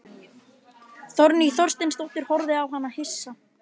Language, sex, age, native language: Icelandic, male, 12, Icelandic